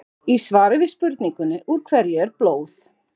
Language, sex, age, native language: Icelandic, female, 50-59, Icelandic